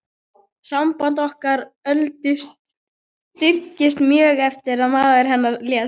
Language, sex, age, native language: Icelandic, male, 13, Icelandic